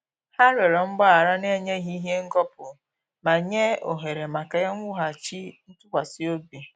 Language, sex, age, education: Igbo, female, 15-29, tertiary